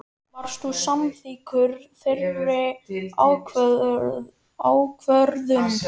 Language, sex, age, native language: Icelandic, male, 13, Icelandic